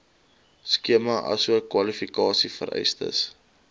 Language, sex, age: Afrikaans, male, 22